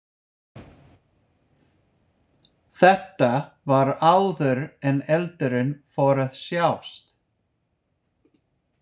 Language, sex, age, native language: Icelandic, male, 50-59, English